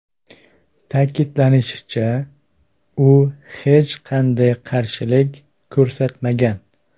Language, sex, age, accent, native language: Uzbek, male, 25-34, Farg'ona, Uzbek